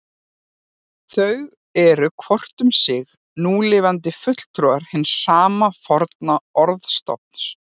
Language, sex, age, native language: Icelandic, female, 40-49, Icelandic